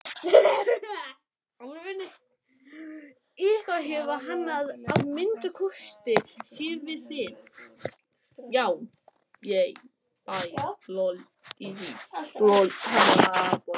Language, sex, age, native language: Icelandic, other, 11, Icelandic